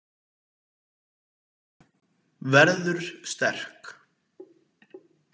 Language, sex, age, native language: Icelandic, male, 18-19, Icelandic